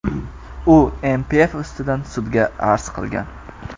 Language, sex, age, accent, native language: Uzbek, male, 18-24, Jizzax, Uzbek